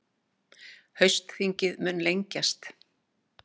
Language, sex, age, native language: Icelandic, female, 60-69, Icelandic